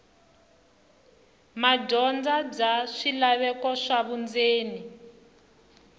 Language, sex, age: Tsonga, female, 21